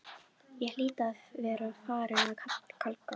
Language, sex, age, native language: Icelandic, female, 12, Icelandic